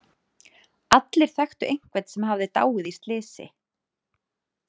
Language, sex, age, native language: Icelandic, female, 30-39, Icelandic